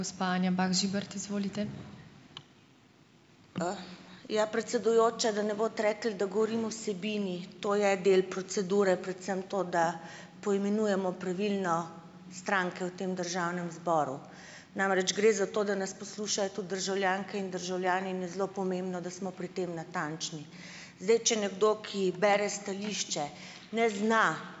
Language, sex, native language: Slovenian, female, Slovenian